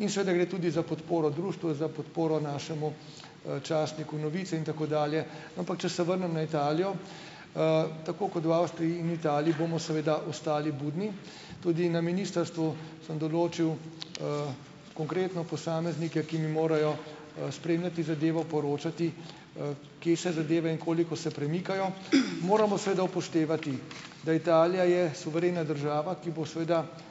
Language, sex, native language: Slovenian, male, Slovenian